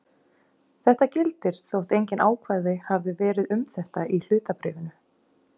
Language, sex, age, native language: Icelandic, female, 30-39, Icelandic